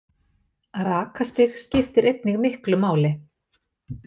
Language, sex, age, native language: Icelandic, female, 50-59, Icelandic